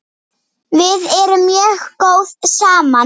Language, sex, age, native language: Icelandic, male, 8, Icelandic